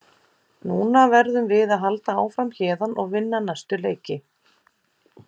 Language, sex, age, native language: Icelandic, female, 40-49, Icelandic